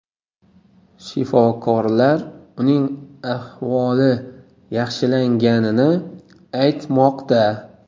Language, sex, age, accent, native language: Uzbek, male, 18-24, Qoraqalpog'iston, Uzbek